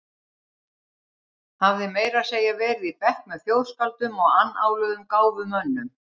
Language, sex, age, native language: Icelandic, female, 60-69, Icelandic